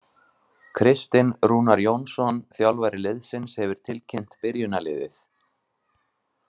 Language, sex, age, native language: Icelandic, male, 20-29, Icelandic